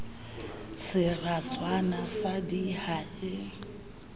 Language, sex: Southern Sotho, female